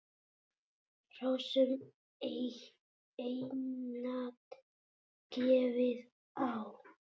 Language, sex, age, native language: Icelandic, male, 8, Icelandic